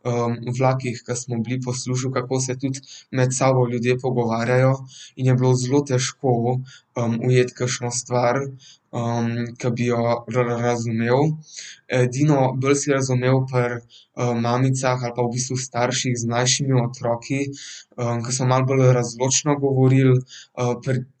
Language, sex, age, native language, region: Slovenian, male, 12-17, Slovenian, Central Slovenia